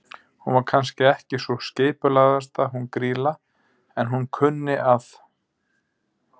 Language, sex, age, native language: Icelandic, male, 50-59, Icelandic